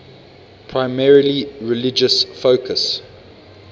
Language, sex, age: English, male, 22